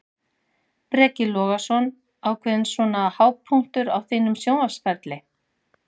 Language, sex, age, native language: Icelandic, female, 50-59, Icelandic